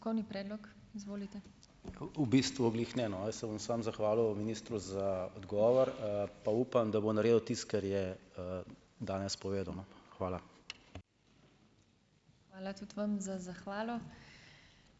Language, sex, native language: Slovenian, male, Slovenian